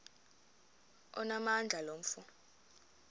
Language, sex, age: Xhosa, female, 23